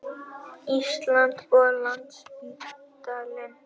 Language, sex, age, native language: Icelandic, female, 18-19, Icelandic